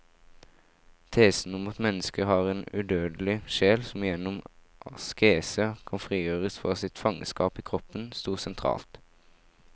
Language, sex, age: Norwegian, male, 17